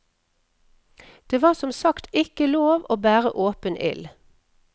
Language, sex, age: Norwegian, female, 57